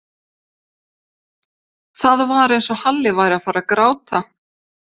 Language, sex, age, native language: Icelandic, female, 50-59, Icelandic